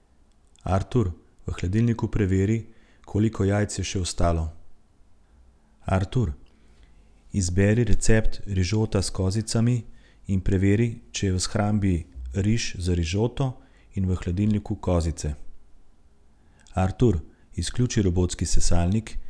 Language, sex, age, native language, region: Slovenian, male, 30-49, Slovenian, Central Slovenia